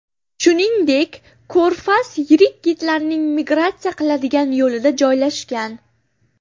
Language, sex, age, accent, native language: Uzbek, female, under 19, Farg'ona, Uzbek